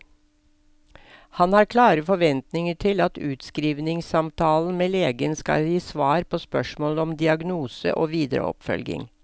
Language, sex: Norwegian, female